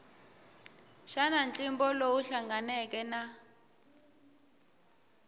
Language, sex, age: Tsonga, female, 18